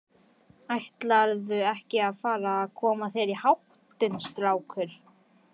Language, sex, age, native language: Icelandic, male, 11, Icelandic